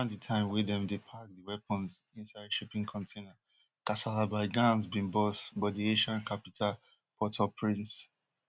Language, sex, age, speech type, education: Nigerian Pidgin, male, 15-29, spontaneous, tertiary